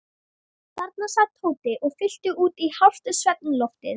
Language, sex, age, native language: Icelandic, female, 13, Icelandic